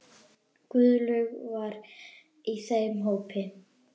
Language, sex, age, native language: Icelandic, female, 10, Icelandic